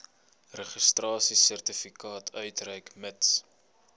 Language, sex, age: Afrikaans, male, 21